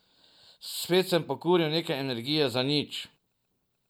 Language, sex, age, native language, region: Slovenian, male, 50-59, Slovenian, Drava region